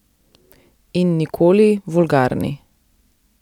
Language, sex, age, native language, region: Slovenian, female, 30-49, Slovenian, Central Slovenia